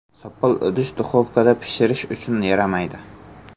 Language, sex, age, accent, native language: Uzbek, male, 18-24, Samarqand, Uzbek